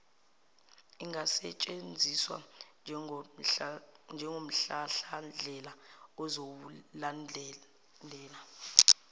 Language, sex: Zulu, female